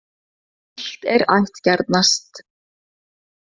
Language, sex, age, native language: Icelandic, female, 60-69, Icelandic